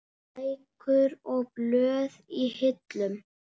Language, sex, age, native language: Icelandic, male, 8, Icelandic